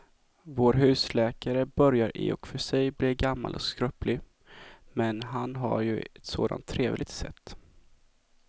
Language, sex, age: Swedish, male, 24